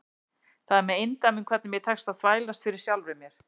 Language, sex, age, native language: Icelandic, female, 40-49, Icelandic